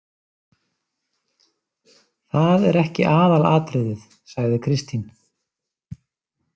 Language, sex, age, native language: Icelandic, male, 30-39, Icelandic